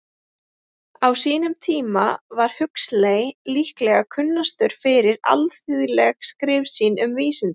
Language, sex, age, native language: Icelandic, female, 30-39, Icelandic